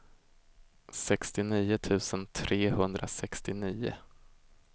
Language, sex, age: Swedish, male, 25